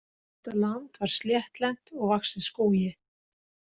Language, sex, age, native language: Icelandic, female, 60-69, Icelandic